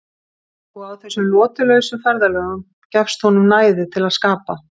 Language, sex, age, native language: Icelandic, female, 50-59, Icelandic